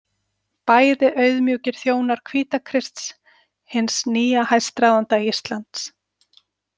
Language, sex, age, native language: Icelandic, female, 40-49, Icelandic